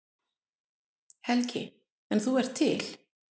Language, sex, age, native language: Icelandic, female, 50-59, Icelandic